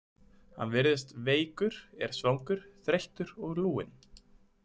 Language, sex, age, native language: Icelandic, male, 20-29, Icelandic